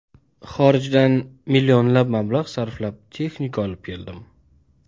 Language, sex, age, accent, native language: Uzbek, male, 19-29, Andijon, Uzbek